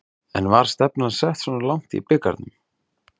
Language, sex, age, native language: Icelandic, male, 30-39, Icelandic